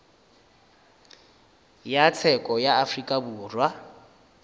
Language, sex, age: Northern Sotho, male, 30